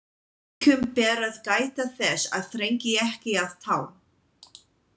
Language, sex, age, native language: Icelandic, female, 20-29, English